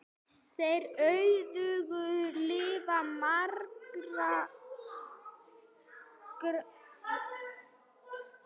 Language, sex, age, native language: Icelandic, female, 9, Icelandic